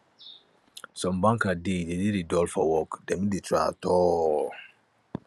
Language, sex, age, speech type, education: Nigerian Pidgin, male, 30-45, spontaneous, tertiary